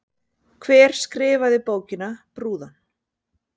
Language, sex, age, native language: Icelandic, female, 40-49, Icelandic